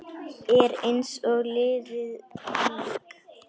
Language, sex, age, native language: Icelandic, male, 10, Icelandic